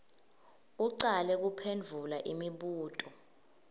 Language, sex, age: Swati, female, 18